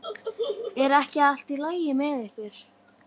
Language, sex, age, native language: Icelandic, female, 12, Icelandic